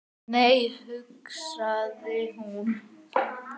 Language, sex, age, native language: Icelandic, male, 9, Icelandic